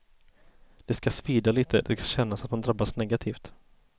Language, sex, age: Swedish, male, 30